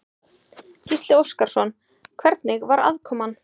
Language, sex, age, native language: Icelandic, female, 30-39, Icelandic